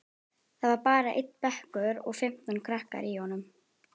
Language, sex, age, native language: Icelandic, female, 12, Icelandic